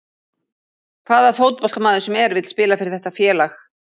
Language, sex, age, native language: Icelandic, female, 40-49, Icelandic